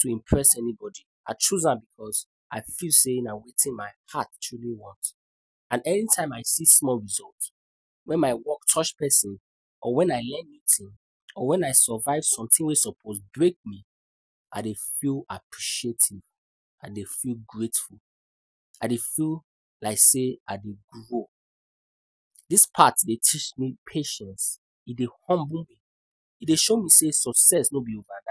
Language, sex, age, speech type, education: Nigerian Pidgin, male, 15-29, spontaneous, tertiary